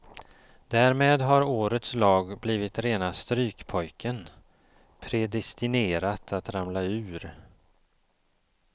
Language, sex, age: Swedish, male, 54